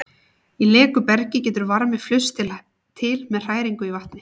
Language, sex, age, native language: Icelandic, female, 30-39, Icelandic